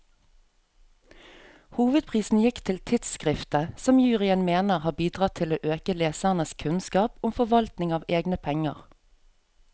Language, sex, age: Norwegian, female, 34